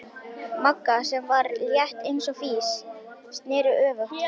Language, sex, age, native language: Icelandic, male, 11, Icelandic